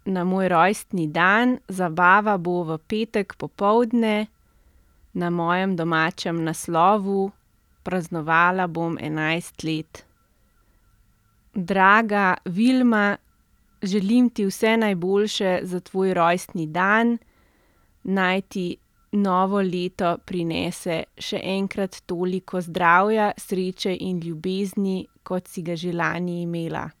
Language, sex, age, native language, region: Slovenian, female, 30-49, Slovenian, Central Slovenia